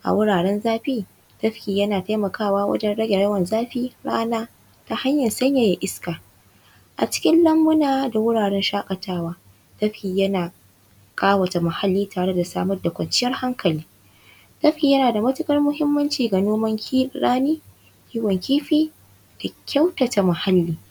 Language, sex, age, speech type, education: Hausa, female, 15-29, spontaneous, tertiary